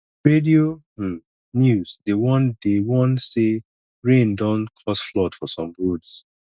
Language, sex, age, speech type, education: Nigerian Pidgin, male, 30-45, spontaneous, tertiary